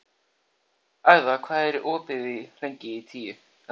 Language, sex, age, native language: Icelandic, male, 14, Icelandic